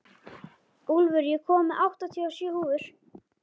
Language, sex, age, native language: Icelandic, male, 11, Icelandic